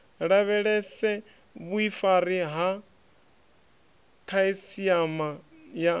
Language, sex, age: Venda, male, 26